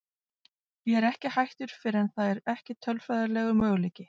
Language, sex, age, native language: Icelandic, female, 40-49, Icelandic